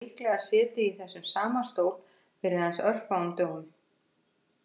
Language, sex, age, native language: Icelandic, female, 50-59, Icelandic